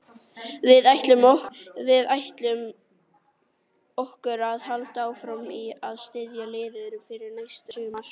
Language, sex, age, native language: Icelandic, female, 40-49, Icelandic